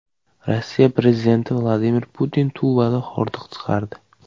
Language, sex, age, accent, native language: Uzbek, male, 18-24, Farg'ona, Uzbek